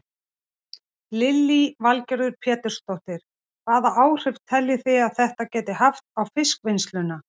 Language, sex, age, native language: Icelandic, female, 40-49, Icelandic